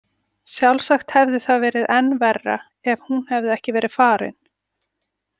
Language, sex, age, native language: Icelandic, female, 40-49, Icelandic